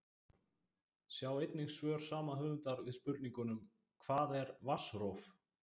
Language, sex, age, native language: Icelandic, male, 20-29, Icelandic